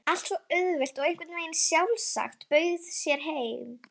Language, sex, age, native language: Icelandic, female, 11, Icelandic